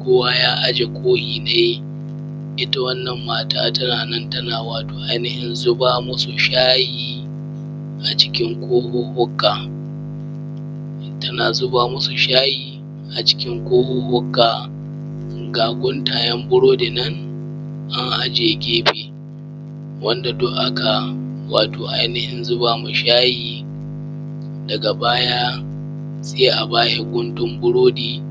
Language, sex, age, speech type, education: Hausa, male, 15-29, spontaneous, primary